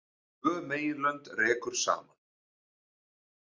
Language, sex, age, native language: Icelandic, male, 40-49, Icelandic